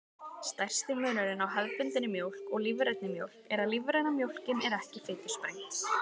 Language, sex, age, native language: Icelandic, female, 30-39, Icelandic